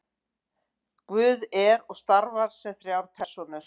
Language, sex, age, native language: Icelandic, female, 50-59, Icelandic